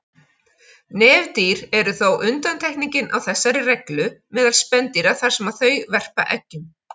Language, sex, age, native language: Icelandic, female, 50-59, Icelandic